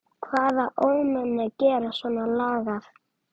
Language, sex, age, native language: Icelandic, male, 9, Icelandic